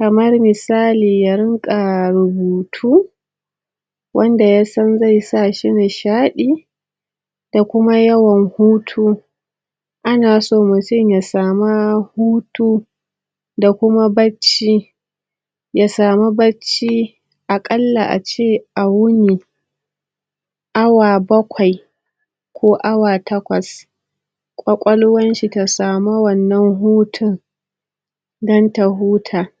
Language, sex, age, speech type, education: Hausa, female, 30-45, spontaneous, tertiary